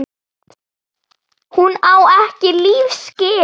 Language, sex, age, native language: Icelandic, female, 8, Icelandic